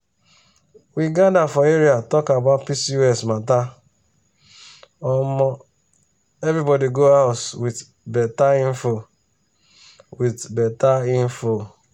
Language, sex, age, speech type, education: Nigerian Pidgin, male, 30-45, spontaneous, tertiary